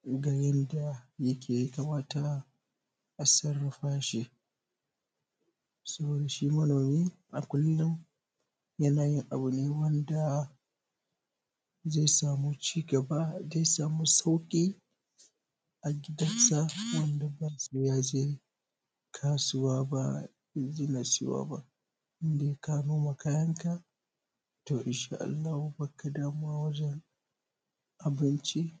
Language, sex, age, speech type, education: Hausa, male, 15-29, spontaneous, primary